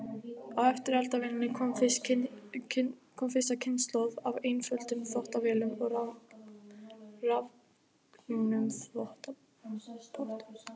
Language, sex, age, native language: Icelandic, female, 18-19, Icelandic